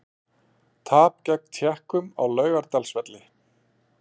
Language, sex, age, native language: Icelandic, male, 40-49, Icelandic